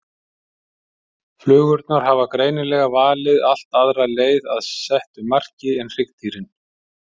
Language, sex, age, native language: Icelandic, male, 50-59, Icelandic